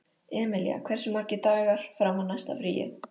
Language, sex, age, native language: Icelandic, female, 13, Icelandic